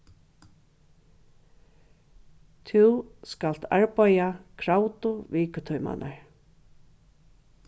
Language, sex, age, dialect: Faroese, female, 61+, Norðuroyggjar